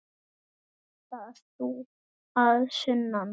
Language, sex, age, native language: Icelandic, male, 8, Icelandic